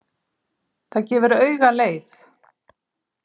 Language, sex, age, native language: Icelandic, female, 70-79, Icelandic